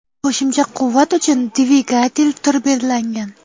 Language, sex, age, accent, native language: Uzbek, female, 12-17, Jizzax, Uzbek